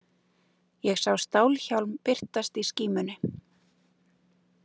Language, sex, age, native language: Icelandic, female, 30-39, Icelandic